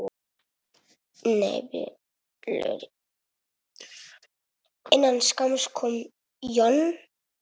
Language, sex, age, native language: Icelandic, male, 6, Italian